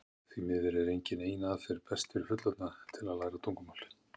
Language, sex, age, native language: Icelandic, male, 50-59, Icelandic